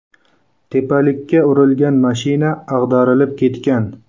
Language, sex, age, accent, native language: Uzbek, male, 19-29, Qashqadaryo, Uzbek